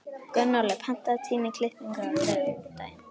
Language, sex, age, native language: Icelandic, female, 12, Icelandic